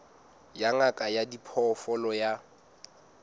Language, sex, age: Southern Sotho, male, 19